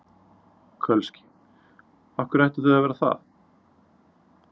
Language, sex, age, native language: Icelandic, male, 30-39, Icelandic